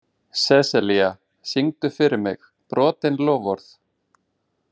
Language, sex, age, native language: Icelandic, male, 20-29, Icelandic